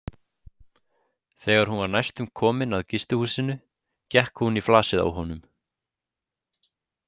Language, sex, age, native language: Icelandic, male, 18-19, Icelandic